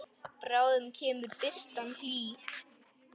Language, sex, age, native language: Icelandic, male, 10, Icelandic